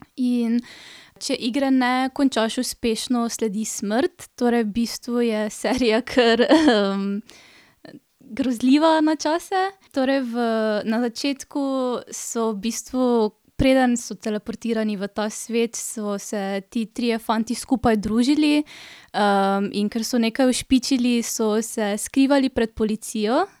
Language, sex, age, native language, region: Slovenian, female, 18-29, Slovenian, Drava region